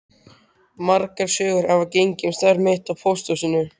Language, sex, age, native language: Icelandic, male, 13, Icelandic